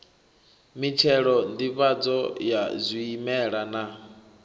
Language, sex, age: Venda, male, 21